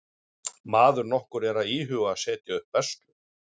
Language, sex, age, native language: Icelandic, male, 40-49, Icelandic